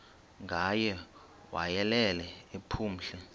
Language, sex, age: Xhosa, male, 19